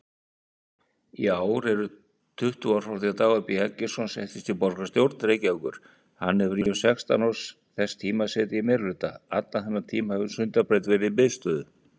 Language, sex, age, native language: Icelandic, male, 60-69, Icelandic